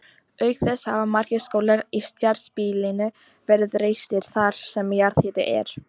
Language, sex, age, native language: Icelandic, female, 18-19, Icelandic